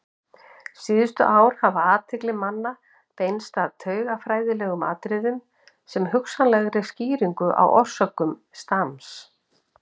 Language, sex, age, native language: Icelandic, female, 50-59, Icelandic